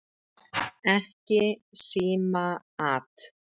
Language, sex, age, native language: Icelandic, female, 30-39, Icelandic